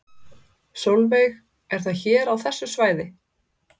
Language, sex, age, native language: Icelandic, female, 30-39, Icelandic